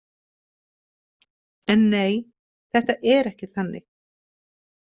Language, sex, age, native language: Icelandic, female, 50-59, Icelandic